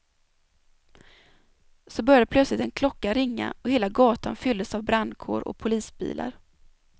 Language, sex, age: Swedish, female, 24